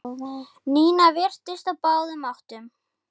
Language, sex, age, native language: Icelandic, male, 8, Icelandic